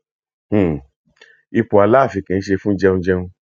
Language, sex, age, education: Yoruba, male, 46-60, tertiary